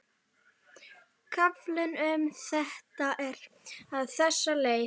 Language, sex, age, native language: Icelandic, female, 11, Icelandic